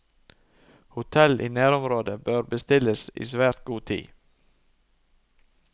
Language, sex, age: Norwegian, male, 39